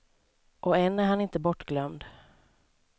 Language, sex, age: Swedish, female, 29